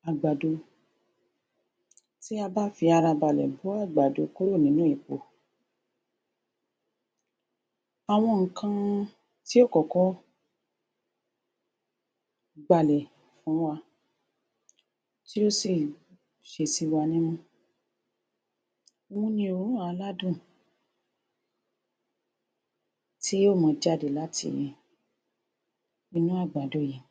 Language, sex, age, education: Yoruba, female, 60+, tertiary